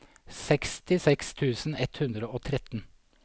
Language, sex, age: Norwegian, male, 47